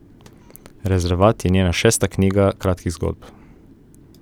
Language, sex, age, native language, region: Slovenian, male, 18-29, Slovenian, Coastal Karst region